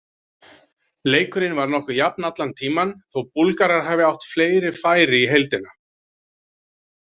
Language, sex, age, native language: Icelandic, male, 40-49, Icelandic